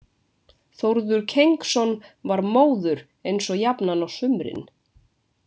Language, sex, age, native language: Icelandic, female, 20-29, Icelandic